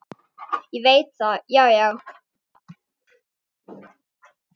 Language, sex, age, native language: Icelandic, female, 8, Icelandic